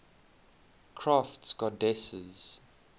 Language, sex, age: English, male, 21